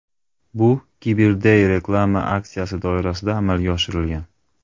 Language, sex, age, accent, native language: Uzbek, male, 25-34, Andijon, Uzbek